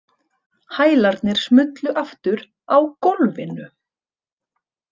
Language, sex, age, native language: Icelandic, female, 30-39, Icelandic